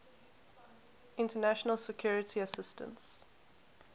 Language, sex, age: English, female, 18